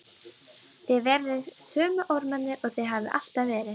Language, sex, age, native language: Icelandic, female, 12, Icelandic